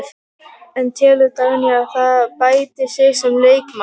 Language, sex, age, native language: Icelandic, female, 12, Icelandic